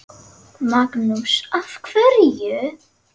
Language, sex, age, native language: Icelandic, female, 9, Icelandic